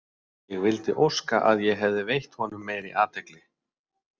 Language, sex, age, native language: Icelandic, male, 40-49, Icelandic